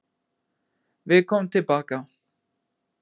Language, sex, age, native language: Icelandic, male, 20-29, Icelandic